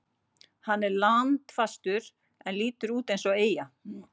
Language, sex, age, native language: Icelandic, female, 40-49, Icelandic